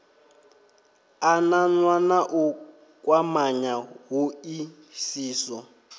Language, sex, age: Venda, male, 23